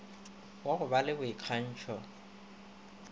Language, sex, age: Northern Sotho, male, 25